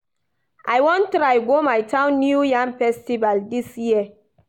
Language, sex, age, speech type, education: Nigerian Pidgin, female, 46-60, read, primary